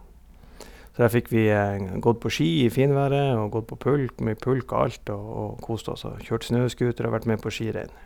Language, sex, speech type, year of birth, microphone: Norwegian, male, spontaneous, 1971, Sennheiser